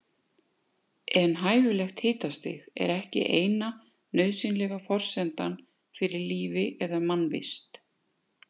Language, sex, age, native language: Icelandic, female, 50-59, Icelandic